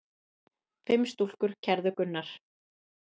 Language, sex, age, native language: Icelandic, female, 30-39, Icelandic